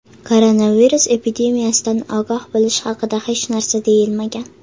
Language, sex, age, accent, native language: Uzbek, female, under 19, Toshkent shahri, Uzbek